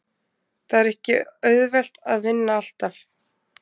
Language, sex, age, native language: Icelandic, female, 20-29, Icelandic